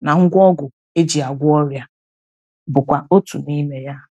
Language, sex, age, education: Igbo, female, 30-45, tertiary